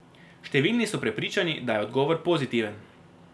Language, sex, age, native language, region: Slovenian, male, 18-29, Slovenian, Drava region